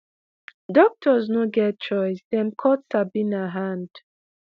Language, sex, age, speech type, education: Nigerian Pidgin, male, 30-45, spontaneous, tertiary